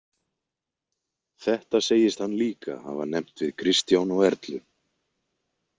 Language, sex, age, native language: Icelandic, male, 20-29, Icelandic